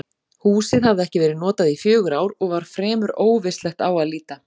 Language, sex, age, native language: Icelandic, female, 40-49, Icelandic